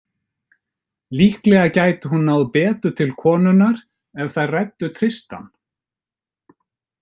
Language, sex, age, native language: Icelandic, male, 50-59, Icelandic